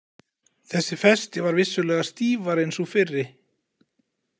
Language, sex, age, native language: Icelandic, male, 40-49, Icelandic